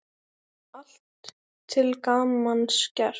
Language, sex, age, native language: Icelandic, female, 10, Icelandic